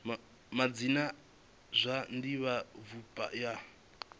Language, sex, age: Venda, male, 25